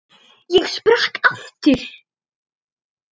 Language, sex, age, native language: Icelandic, female, 8, Icelandic